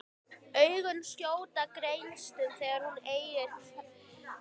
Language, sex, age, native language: Icelandic, female, 12, Icelandic